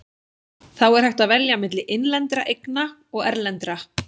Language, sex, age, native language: Icelandic, female, 16, Icelandic